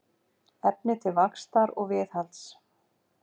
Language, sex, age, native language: Icelandic, female, 50-59, Icelandic